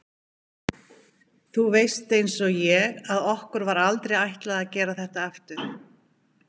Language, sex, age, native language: Icelandic, female, 50-59, Icelandic